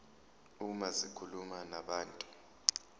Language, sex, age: Zulu, male, 29